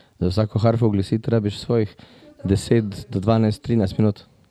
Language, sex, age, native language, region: Slovenian, male, 50-59, Slovenian, Drava region